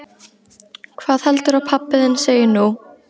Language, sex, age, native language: Icelandic, female, 12, Icelandic